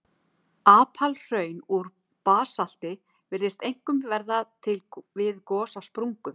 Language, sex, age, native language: Icelandic, female, 40-49, Icelandic